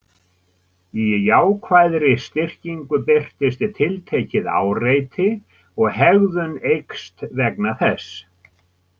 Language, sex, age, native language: Icelandic, male, 70-79, Icelandic